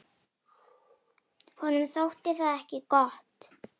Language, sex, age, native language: Icelandic, female, 9, Icelandic